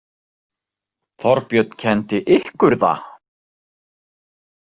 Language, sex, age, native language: Icelandic, male, 40-49, Icelandic